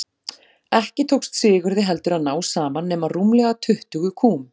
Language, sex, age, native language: Icelandic, female, 40-49, Icelandic